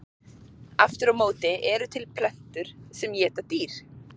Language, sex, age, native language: Icelandic, female, 40-49, Icelandic